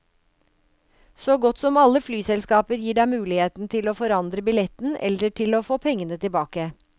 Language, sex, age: Norwegian, female, 56